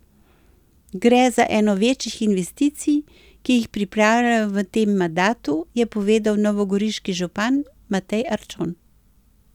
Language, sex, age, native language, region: Slovenian, female, 60+, Slovenian, Central Slovenia